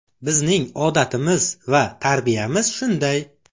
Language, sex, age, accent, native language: Uzbek, male, 25-34, Farg'ona, Uzbek